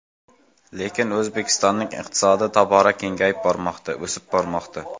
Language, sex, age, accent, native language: Uzbek, male, under 19, Jizzax, Uzbek